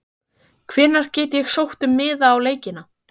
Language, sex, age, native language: Icelandic, female, 15, Icelandic